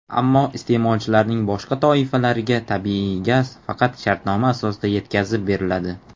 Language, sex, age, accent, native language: Uzbek, male, 19-29, Namangan, Uzbek